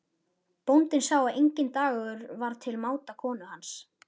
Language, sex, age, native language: Icelandic, male, 11, Icelandic